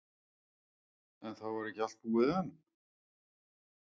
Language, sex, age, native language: Icelandic, female, 50-59, Icelandic